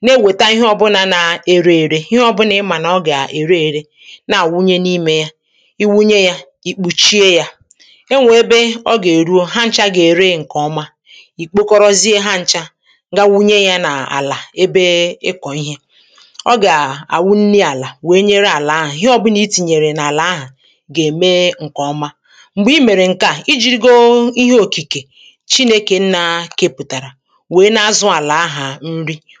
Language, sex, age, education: Igbo, female, 30-45, tertiary